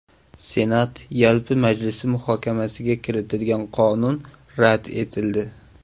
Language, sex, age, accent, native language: Uzbek, male, 19-29, Samarqand, Uzbek